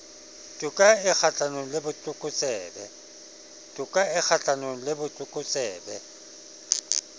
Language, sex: Southern Sotho, male